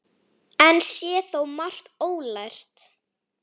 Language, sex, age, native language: Icelandic, female, 9, Icelandic